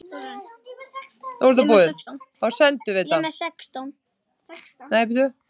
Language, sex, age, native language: Icelandic, female, 30-39, Icelandic